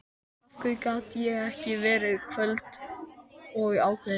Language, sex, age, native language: Icelandic, male, 13, Icelandic